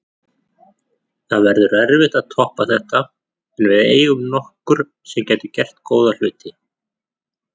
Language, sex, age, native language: Icelandic, male, 40-49, Icelandic